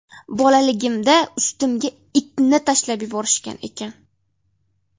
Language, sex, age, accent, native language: Uzbek, female, 12-17, Namangan, Uzbek